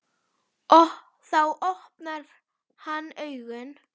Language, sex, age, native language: Icelandic, female, 10, Icelandic